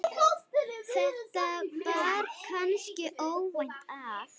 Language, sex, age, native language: Icelandic, female, 8, Icelandic